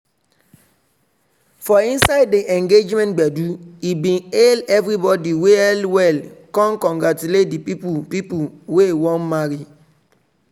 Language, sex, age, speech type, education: Nigerian Pidgin, male, 30-45, spontaneous, tertiary